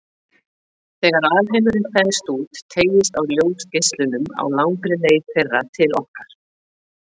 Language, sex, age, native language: Icelandic, female, 40-49, Icelandic